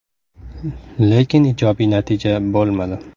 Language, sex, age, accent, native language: Uzbek, male, 18-24, Toshkent viloyati, Uzbek